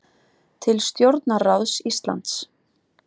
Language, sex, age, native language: Icelandic, female, 30-39, Icelandic